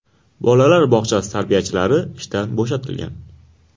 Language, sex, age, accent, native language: Uzbek, male, 18-24, Qashqadaryo, Uzbek